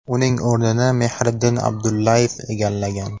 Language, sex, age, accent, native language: Uzbek, male, 19-29, Namangan, Uzbek